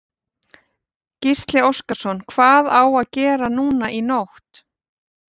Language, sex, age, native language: Icelandic, female, 40-49, Icelandic